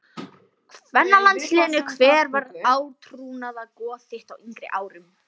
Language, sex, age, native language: Icelandic, female, 14, Icelandic